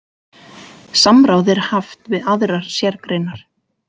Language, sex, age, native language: Icelandic, female, 40-49, Icelandic